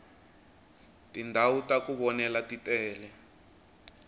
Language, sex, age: Tsonga, male, 20